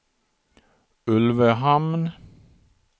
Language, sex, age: Swedish, male, 42